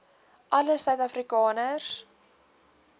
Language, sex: Afrikaans, female